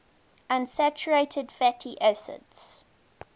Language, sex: English, female